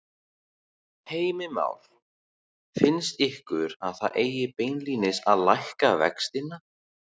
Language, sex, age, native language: Icelandic, male, 18-19, Icelandic